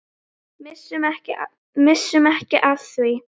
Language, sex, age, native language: Icelandic, female, 10, Icelandic